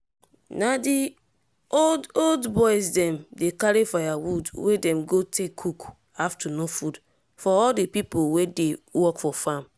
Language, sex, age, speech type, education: Nigerian Pidgin, female, 30-45, spontaneous, tertiary